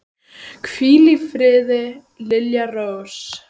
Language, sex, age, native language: Icelandic, female, 10, Icelandic